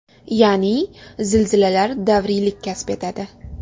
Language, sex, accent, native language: Uzbek, female, Samarqand, Uzbek